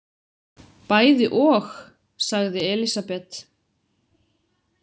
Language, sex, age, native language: Icelandic, female, 30-39, Icelandic